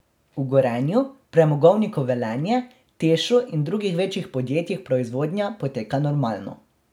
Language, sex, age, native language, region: Slovenian, male, 18-29, Slovenian, Drava region